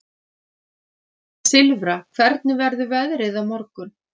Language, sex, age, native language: Icelandic, female, 30-39, Icelandic